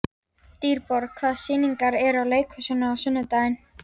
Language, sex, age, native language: Icelandic, female, 13, Icelandic